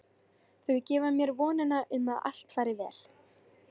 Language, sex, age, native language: Icelandic, female, 13, Icelandic